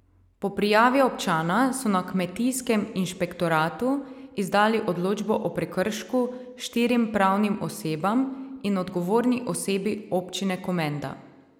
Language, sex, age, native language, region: Slovenian, female, 30-49, Slovenian, Savinja region